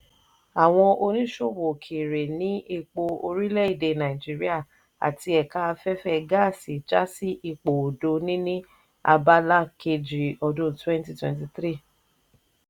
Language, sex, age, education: Yoruba, female, 30-45, tertiary